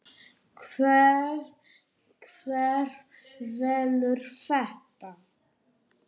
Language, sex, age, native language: Icelandic, male, 9, Polish